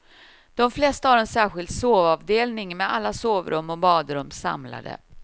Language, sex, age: Swedish, female, 53